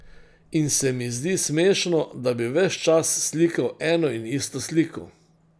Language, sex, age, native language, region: Slovenian, male, 60+, Slovenian, Central Slovenia